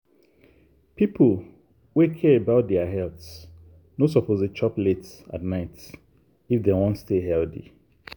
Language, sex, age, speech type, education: Nigerian Pidgin, male, 30-45, spontaneous, tertiary